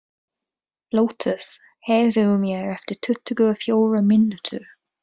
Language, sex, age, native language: Icelandic, female, 20-29, English